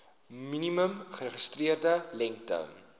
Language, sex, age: Afrikaans, male, 19